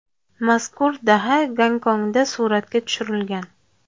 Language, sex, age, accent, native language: Uzbek, female, 19-29, Farg'ona, Uzbek